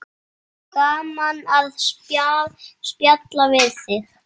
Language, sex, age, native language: Icelandic, male, 7, Icelandic